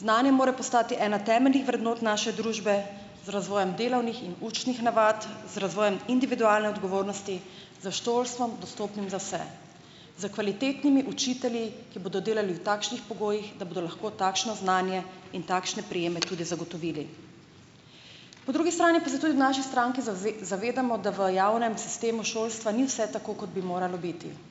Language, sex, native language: Slovenian, female, Slovenian